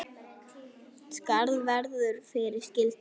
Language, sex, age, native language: Icelandic, female, 9, Icelandic